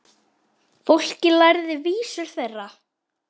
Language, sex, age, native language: Icelandic, female, 9, Icelandic